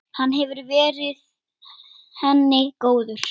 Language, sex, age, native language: Icelandic, female, 9, Icelandic